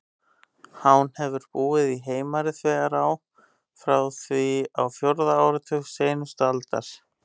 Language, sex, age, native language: Icelandic, male, 18-19, Icelandic